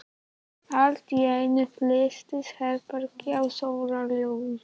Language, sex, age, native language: Icelandic, male, 11, Icelandic